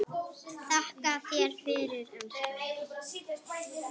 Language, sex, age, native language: Icelandic, other, 8, Icelandic